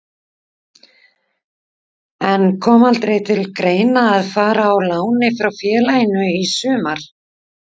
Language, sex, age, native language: Icelandic, female, 50-59, Icelandic